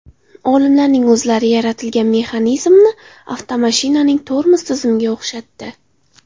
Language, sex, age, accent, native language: Uzbek, female, 18-24, Xorazm, Uzbek